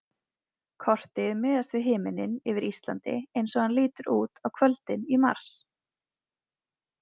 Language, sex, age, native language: Icelandic, female, 20-29, Icelandic